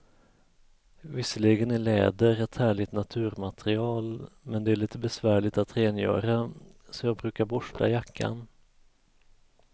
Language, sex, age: Swedish, male, 34